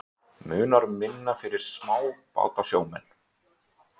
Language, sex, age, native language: Icelandic, male, 30-39, Icelandic